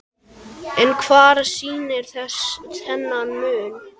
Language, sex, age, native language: Icelandic, male, 10, Icelandic